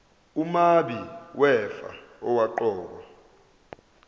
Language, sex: Zulu, male